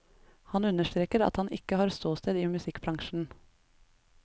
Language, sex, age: Norwegian, female, 33